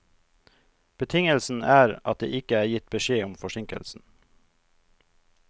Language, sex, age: Norwegian, male, 42